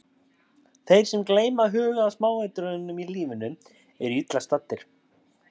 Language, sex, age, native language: Icelandic, male, 30-39, Icelandic